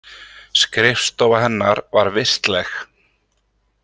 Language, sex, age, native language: Icelandic, male, 30-39, Icelandic